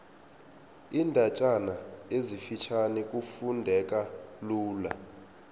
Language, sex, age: South Ndebele, male, 19